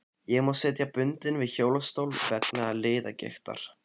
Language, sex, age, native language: Icelandic, male, 15, Icelandic